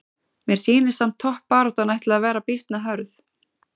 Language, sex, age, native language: Icelandic, female, 20-29, Icelandic